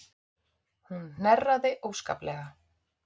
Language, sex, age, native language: Icelandic, female, 30-39, Icelandic